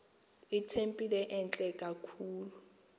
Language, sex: Xhosa, female